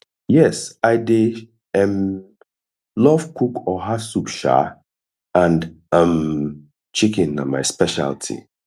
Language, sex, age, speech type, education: Nigerian Pidgin, male, 30-45, spontaneous, tertiary